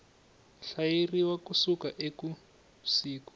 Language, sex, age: Tsonga, male, 21